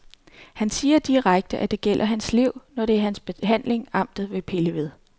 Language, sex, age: Danish, female, 39